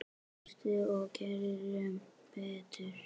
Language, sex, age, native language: Icelandic, male, 10, Icelandic